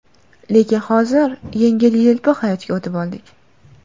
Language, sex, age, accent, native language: Uzbek, female, 19-29, Qashqadaryo, Uzbek